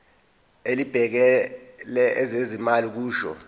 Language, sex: Zulu, male